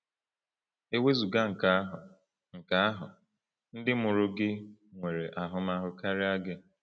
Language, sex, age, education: Igbo, male, 15-29, tertiary